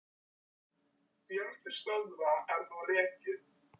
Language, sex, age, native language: Icelandic, male, 9, Icelandic